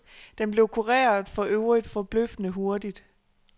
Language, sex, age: Danish, female, 26